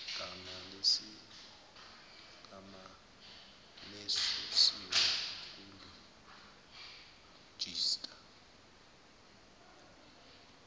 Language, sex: Zulu, male